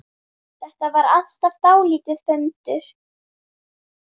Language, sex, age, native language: Icelandic, female, 10, Icelandic